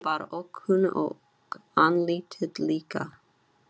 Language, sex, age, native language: Icelandic, female, 30-39, Chinese